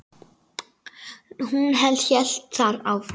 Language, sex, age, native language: Icelandic, male, 9, Icelandic